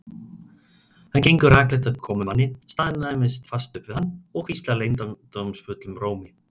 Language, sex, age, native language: Icelandic, male, 30-39, Icelandic